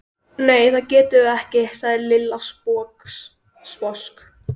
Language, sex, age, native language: Icelandic, female, 12, Icelandic